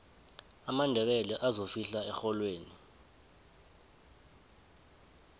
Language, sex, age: South Ndebele, male, 20